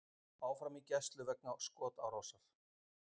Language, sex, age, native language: Icelandic, male, 50-59, Icelandic